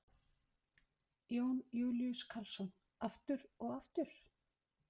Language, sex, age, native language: Icelandic, female, 50-59, Icelandic